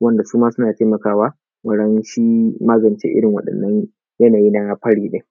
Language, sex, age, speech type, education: Hausa, male, 15-29, spontaneous, tertiary